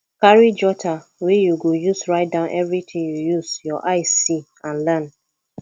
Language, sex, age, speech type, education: Nigerian Pidgin, female, 15-29, spontaneous, tertiary